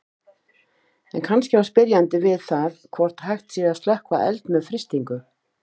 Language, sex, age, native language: Icelandic, female, 50-59, Icelandic